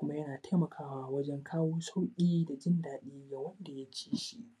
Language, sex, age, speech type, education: Hausa, male, 15-29, spontaneous, tertiary